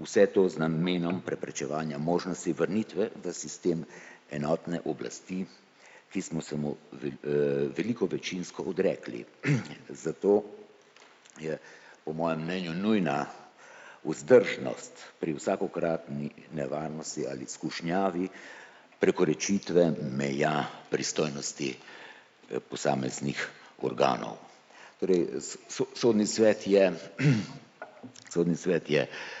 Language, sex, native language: Slovenian, male, Slovenian